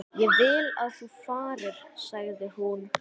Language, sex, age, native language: Icelandic, male, 11, Icelandic